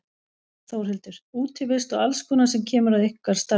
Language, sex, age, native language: Icelandic, female, 11, Icelandic